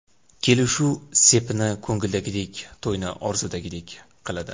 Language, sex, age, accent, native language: Uzbek, male, 18-24, Toshkent shahri, Uzbek